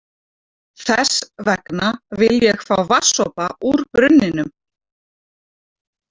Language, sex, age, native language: Icelandic, female, 40-49, Icelandic